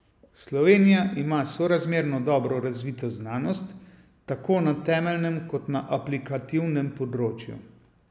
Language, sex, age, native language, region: Slovenian, male, 50-59, Slovenian, Savinja region